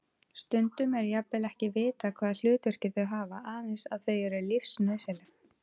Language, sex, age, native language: Icelandic, female, 30-39, Icelandic